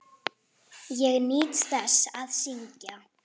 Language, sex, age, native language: Icelandic, female, 8, Icelandic